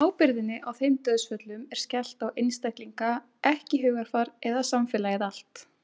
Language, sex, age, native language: Icelandic, female, 18-19, Icelandic